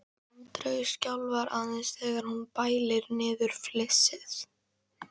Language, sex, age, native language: Icelandic, female, 13, Icelandic